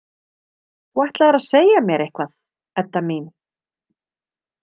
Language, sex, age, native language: Icelandic, female, 30-39, Icelandic